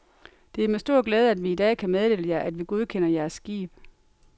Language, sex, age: Danish, female, 42